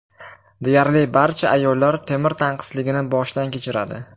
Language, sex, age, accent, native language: Uzbek, male, 18-24, Farg'ona, Uzbek